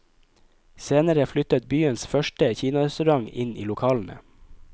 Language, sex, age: Norwegian, male, 25